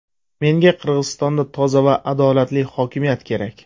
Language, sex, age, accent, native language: Uzbek, male, 25-34, Surxondaryo, Uzbek